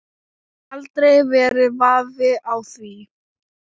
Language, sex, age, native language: Icelandic, female, 10, Thai